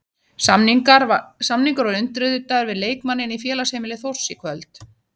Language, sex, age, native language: Icelandic, female, 30-39, Icelandic